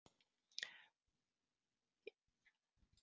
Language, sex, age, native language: Icelandic, female, 40-49, Icelandic